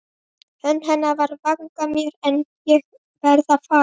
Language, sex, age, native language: Icelandic, male, 12, Icelandic